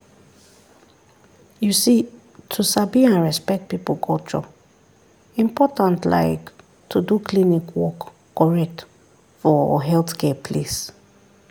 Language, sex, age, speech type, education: Nigerian Pidgin, female, 30-45, spontaneous, tertiary